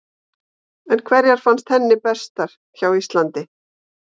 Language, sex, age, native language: Icelandic, female, 50-59, Icelandic